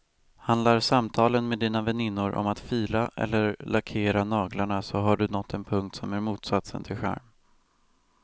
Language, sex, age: Swedish, male, 18